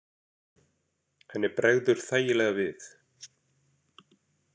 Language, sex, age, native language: Icelandic, male, 40-49, Icelandic